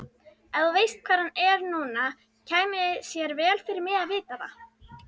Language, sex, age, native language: Icelandic, female, 40-49, Icelandic